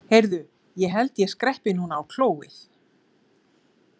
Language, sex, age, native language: Icelandic, female, 40-49, Icelandic